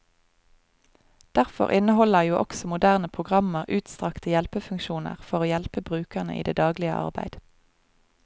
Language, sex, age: Norwegian, female, 25